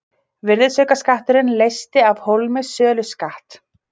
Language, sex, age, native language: Icelandic, female, 30-39, Icelandic